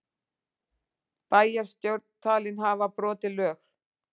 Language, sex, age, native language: Icelandic, female, 40-49, Icelandic